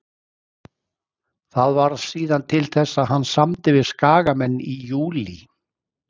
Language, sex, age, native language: Icelandic, male, 60-69, Icelandic